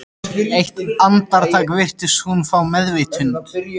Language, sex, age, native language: Icelandic, male, 13, Icelandic